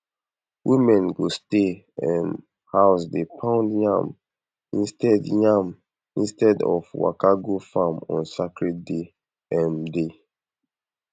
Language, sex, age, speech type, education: Nigerian Pidgin, male, 15-29, spontaneous, tertiary